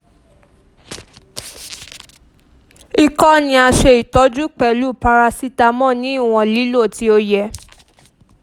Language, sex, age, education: Yoruba, female, 15-29, tertiary